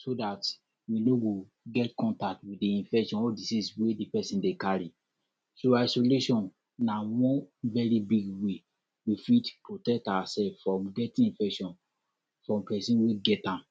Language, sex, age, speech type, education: Nigerian Pidgin, male, 46-60, spontaneous, tertiary